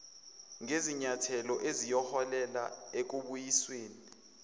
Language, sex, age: Zulu, male, 21